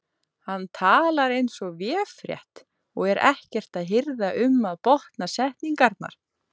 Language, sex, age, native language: Icelandic, female, 20-29, Icelandic